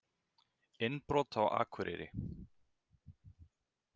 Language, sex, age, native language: Icelandic, male, 30-39, Icelandic